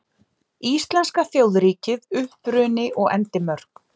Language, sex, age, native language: Icelandic, female, 30-39, Icelandic